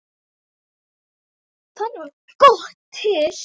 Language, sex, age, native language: Icelandic, female, 10, Icelandic